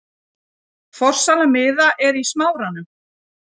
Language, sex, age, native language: Icelandic, female, 40-49, Icelandic